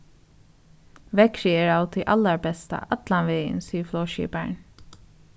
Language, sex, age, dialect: Faroese, female, 36-60, Norðuroyggjar